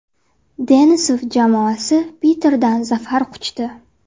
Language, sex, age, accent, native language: Uzbek, female, 18-24, Navoiy, Uzbek